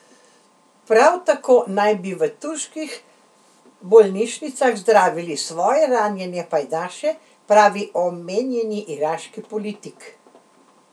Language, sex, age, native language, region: Slovenian, female, 60+, Slovenian, Central Slovenia